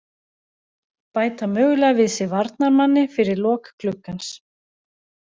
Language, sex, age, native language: Icelandic, female, 40-49, Icelandic